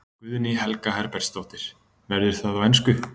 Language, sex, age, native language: Icelandic, male, 20-29, Icelandic